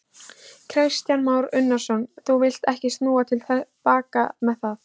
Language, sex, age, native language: Icelandic, female, 16, Icelandic